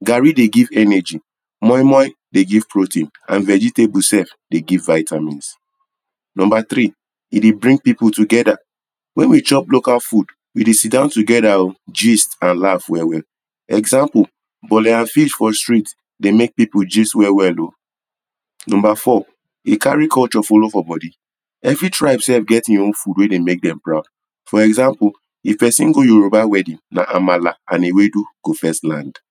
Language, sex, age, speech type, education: Nigerian Pidgin, male, 30-45, spontaneous, tertiary